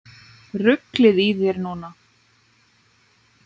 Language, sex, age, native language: Icelandic, female, 9, Icelandic